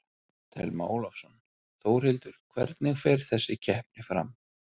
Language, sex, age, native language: Icelandic, male, 30-39, Icelandic